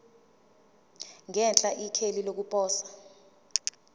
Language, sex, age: Zulu, female, 20